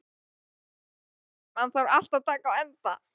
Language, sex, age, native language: Icelandic, male, 13, Icelandic